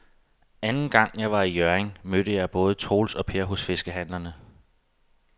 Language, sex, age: Danish, male, 32